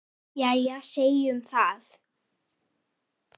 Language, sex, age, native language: Icelandic, female, 10, Icelandic